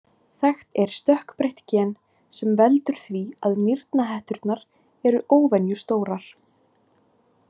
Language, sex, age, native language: Icelandic, female, 18-19, Icelandic